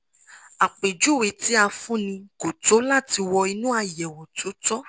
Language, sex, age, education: Yoruba, female, 15-29, tertiary